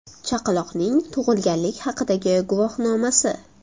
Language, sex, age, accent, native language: Uzbek, female, 18-24, Toshkent shahri, Uzbek